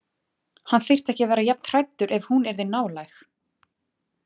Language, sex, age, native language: Icelandic, female, 20-29, Icelandic